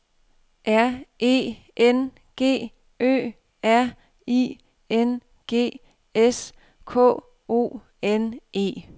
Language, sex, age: Danish, female, 32